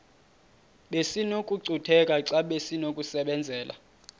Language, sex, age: Xhosa, male, 31